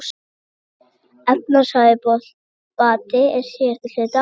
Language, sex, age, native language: Icelandic, male, 60-69, Icelandic